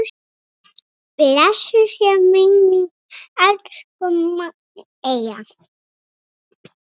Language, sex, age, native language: Icelandic, female, 5, Icelandic